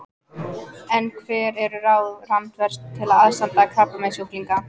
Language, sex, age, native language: Icelandic, female, 14, Icelandic